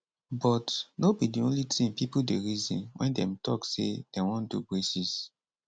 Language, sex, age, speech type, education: Nigerian Pidgin, male, 15-29, spontaneous, tertiary